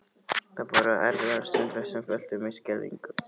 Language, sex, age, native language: Icelandic, male, 12, Icelandic